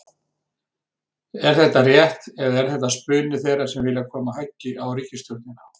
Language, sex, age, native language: Icelandic, male, 60-69, Icelandic